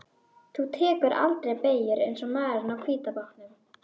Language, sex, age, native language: Icelandic, female, 12, Icelandic